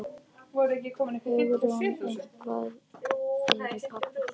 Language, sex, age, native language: Icelandic, other, 10, Icelandic